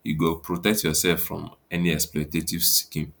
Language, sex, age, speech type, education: Nigerian Pidgin, male, 15-29, spontaneous, tertiary